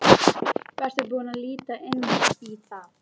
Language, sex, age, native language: Icelandic, female, 11, Icelandic